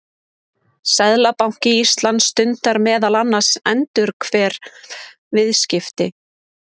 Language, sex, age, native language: Icelandic, female, 30-39, Icelandic